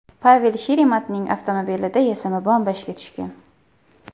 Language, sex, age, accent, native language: Uzbek, female, 19-29, Qashqadaryo, Uzbek